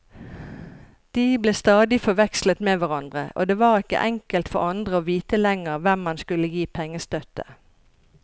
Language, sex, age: Norwegian, female, 54